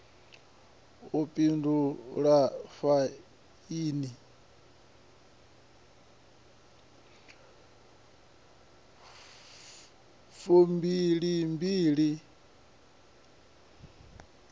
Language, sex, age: Venda, male, 37